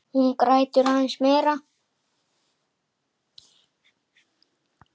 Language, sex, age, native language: Icelandic, male, 8, Icelandic